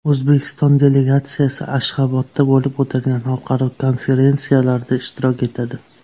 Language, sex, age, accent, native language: Uzbek, male, 19-29, Namangan, Uzbek